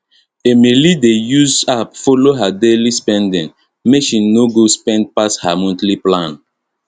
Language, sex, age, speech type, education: Nigerian Pidgin, male, 30-45, spontaneous, tertiary